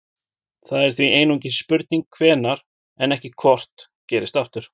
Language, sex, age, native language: Icelandic, male, 40-49, Icelandic